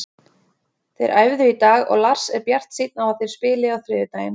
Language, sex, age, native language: Icelandic, female, 30-39, Icelandic